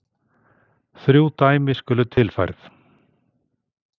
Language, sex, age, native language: Icelandic, male, 60-69, Icelandic